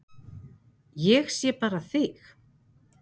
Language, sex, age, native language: Icelandic, female, 50-59, Icelandic